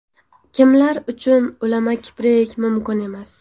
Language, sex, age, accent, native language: Uzbek, female, 18-24, Farg'ona, Uzbek